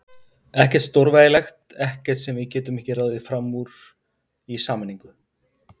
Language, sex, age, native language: Icelandic, male, 50-59, Icelandic